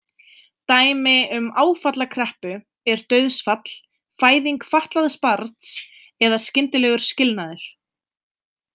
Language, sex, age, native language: Icelandic, female, 20-29, Icelandic